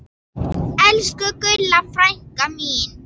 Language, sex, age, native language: Icelandic, female, 9, Icelandic